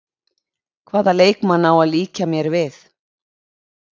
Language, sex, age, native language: Icelandic, female, 50-59, Icelandic